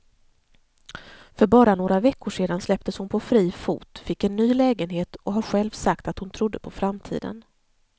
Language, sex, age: Swedish, female, 40